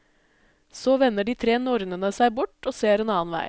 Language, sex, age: Norwegian, female, 20